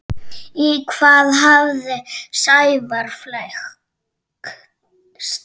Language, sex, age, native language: Icelandic, female, 8, Icelandic